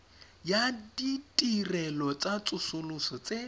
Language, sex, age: Tswana, male, 21